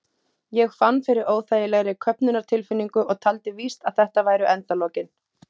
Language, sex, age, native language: Icelandic, female, 30-39, Icelandic